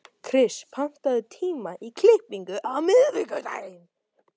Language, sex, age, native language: Icelandic, male, 13, Icelandic